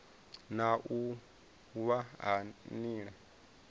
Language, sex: Venda, male